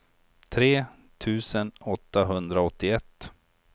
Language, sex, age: Swedish, male, 43